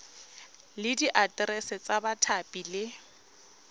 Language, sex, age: Tswana, female, 22